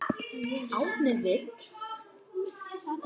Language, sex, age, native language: Icelandic, male, 9, Icelandic